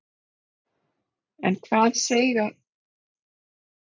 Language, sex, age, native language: Icelandic, female, 30-39, Icelandic